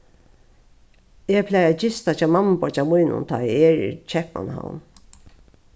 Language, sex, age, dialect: Faroese, female, 36-60, Norðuroyggjar